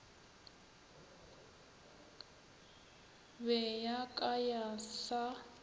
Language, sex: Northern Sotho, female